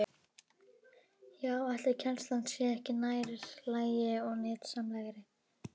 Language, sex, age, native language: Icelandic, male, 12, Icelandic